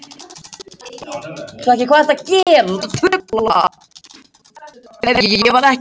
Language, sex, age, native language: Icelandic, male, 13, Icelandic